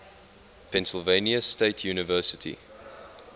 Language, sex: English, male